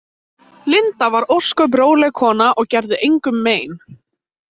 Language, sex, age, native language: Icelandic, female, 18-19, Icelandic